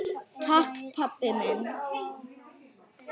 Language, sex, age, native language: Icelandic, female, 9, Icelandic